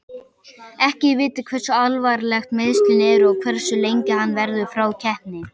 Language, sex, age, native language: Icelandic, male, 18-19, Icelandic